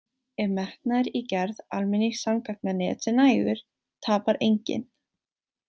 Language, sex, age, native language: Icelandic, female, 18-19, Icelandic